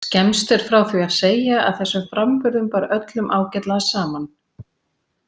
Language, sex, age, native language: Icelandic, female, 40-49, Icelandic